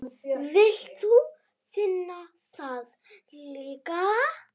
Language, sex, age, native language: Icelandic, female, 9, Icelandic